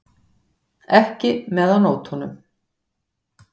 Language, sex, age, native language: Icelandic, female, 50-59, Icelandic